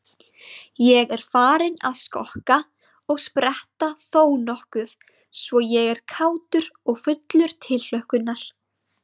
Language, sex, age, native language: Icelandic, female, 20-29, Icelandic